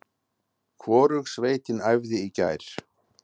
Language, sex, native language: Icelandic, male, Icelandic